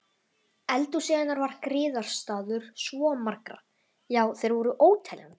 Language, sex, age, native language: Icelandic, male, 11, Icelandic